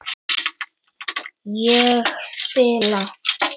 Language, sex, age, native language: Icelandic, male, 9, Icelandic